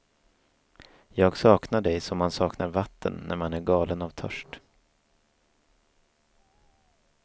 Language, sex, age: Swedish, male, 24